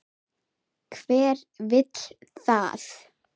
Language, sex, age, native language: Icelandic, female, 10, Icelandic